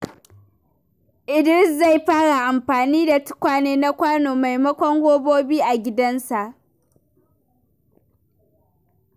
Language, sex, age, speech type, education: Hausa, female, 15-29, read, primary